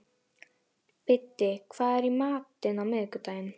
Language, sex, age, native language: Icelandic, female, 11, Icelandic